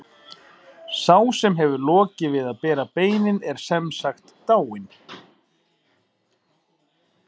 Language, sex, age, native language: Icelandic, male, 40-49, Icelandic